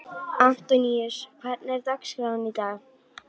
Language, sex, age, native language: Icelandic, female, 11, Icelandic